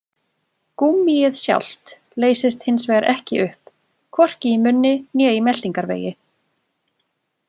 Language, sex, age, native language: Icelandic, female, 20-29, Icelandic